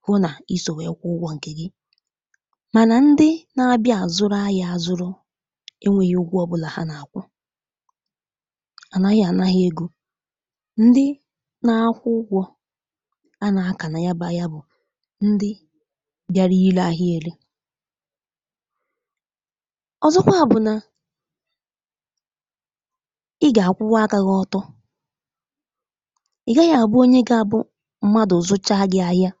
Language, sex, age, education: Igbo, female, 15-29, tertiary